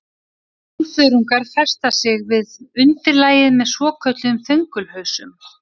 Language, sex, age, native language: Icelandic, female, 30-39, Icelandic